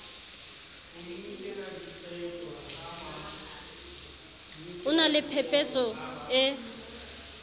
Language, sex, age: Southern Sotho, female, 35